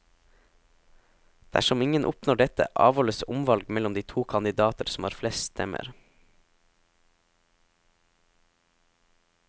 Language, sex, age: Norwegian, male, 17